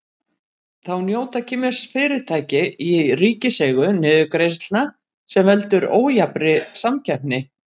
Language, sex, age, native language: Icelandic, female, 50-59, Icelandic